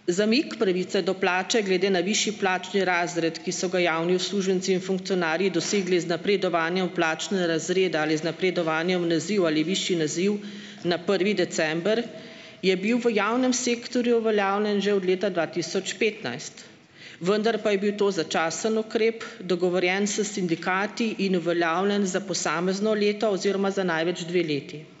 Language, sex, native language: Slovenian, female, Slovenian